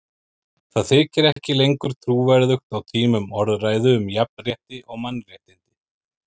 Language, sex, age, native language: Icelandic, male, 30-39, Icelandic